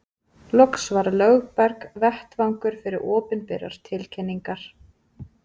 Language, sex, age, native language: Icelandic, female, 30-39, Icelandic